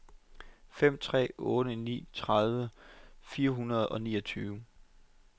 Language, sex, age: Danish, male, 25